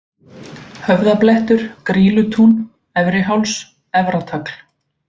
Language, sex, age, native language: Icelandic, female, 40-49, Icelandic